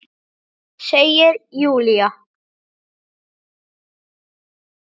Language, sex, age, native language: Icelandic, male, 8, Icelandic